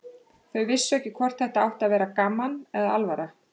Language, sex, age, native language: Icelandic, female, 30-39, Icelandic